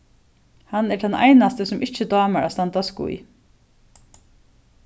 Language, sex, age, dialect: Faroese, female, 36-60, Suðurstreymoy